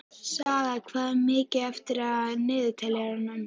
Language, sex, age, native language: Icelandic, female, 11, Icelandic